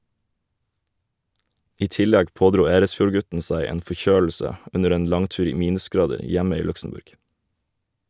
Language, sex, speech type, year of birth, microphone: Norwegian, male, read, 1991, Shure